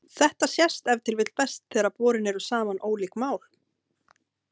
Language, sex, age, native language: Icelandic, female, 30-39, Icelandic